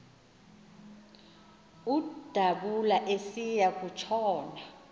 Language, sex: Xhosa, female